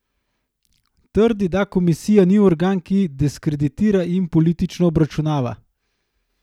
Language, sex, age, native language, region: Slovenian, male, 30-49, Slovenian, Gorenjska region